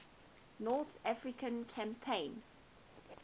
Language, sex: English, female